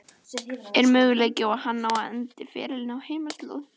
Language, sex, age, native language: Icelandic, female, 14, Icelandic